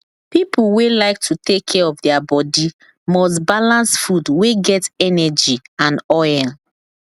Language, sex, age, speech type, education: Nigerian Pidgin, female, 15-29, spontaneous, tertiary